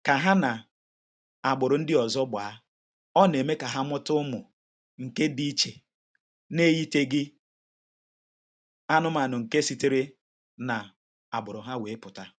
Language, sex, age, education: Igbo, male, 30-45, tertiary